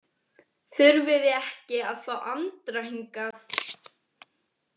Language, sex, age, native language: Icelandic, female, 20-29, Icelandic